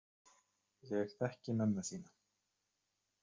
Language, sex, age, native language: Icelandic, male, 30-39, Icelandic